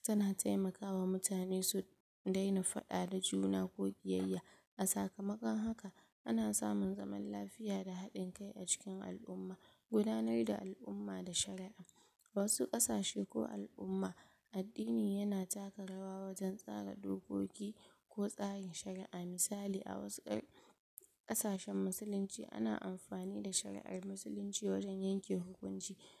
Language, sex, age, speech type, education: Hausa, female, 46-60, spontaneous, tertiary